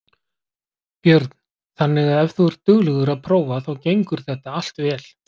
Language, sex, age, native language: Icelandic, male, 40-49, Icelandic